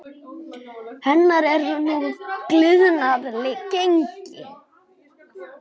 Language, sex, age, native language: Icelandic, male, 10, Icelandic